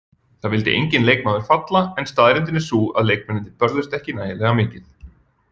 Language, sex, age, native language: Icelandic, male, 40-49, Icelandic